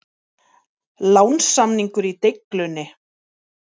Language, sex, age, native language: Icelandic, female, 40-49, Icelandic